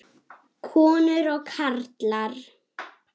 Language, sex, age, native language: Icelandic, female, 7, Icelandic